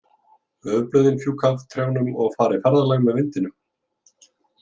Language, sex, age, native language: Icelandic, male, 50-59, Icelandic